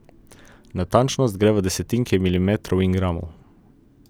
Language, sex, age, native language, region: Slovenian, male, 18-29, Slovenian, Coastal Karst region